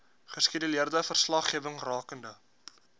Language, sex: Afrikaans, male